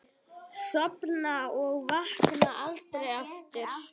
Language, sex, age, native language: Icelandic, female, 9, Icelandic